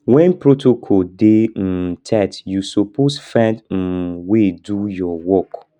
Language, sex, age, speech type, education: Nigerian Pidgin, male, 15-29, spontaneous, tertiary